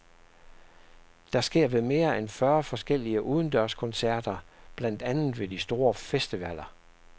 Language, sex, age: Danish, male, 67